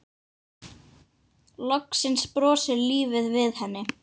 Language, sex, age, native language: Icelandic, female, 10, Icelandic